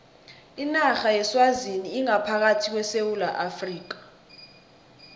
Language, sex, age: South Ndebele, female, 21